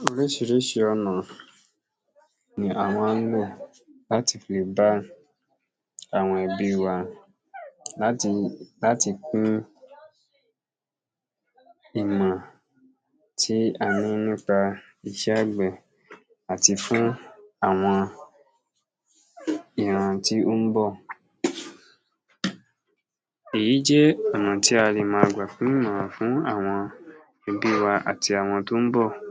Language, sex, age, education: Yoruba, male, 46-60, tertiary